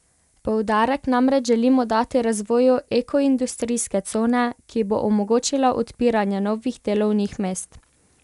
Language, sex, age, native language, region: Slovenian, female, 18-29, Slovenian, Pomurje region